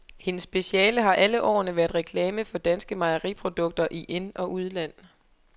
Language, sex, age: Danish, female, 23